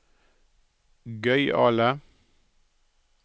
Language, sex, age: Norwegian, male, 63